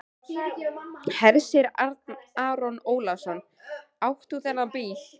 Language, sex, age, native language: Icelandic, female, 13, Icelandic